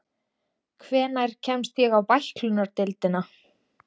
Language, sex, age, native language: Icelandic, female, 20-29, Icelandic